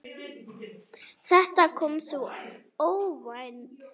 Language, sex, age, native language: Icelandic, female, 7, Icelandic